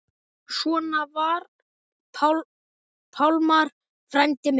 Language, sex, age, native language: Icelandic, male, 8, Icelandic